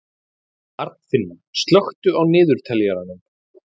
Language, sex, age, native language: Icelandic, male, 40-49, Icelandic